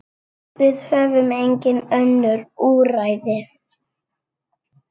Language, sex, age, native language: Icelandic, male, 7, Icelandic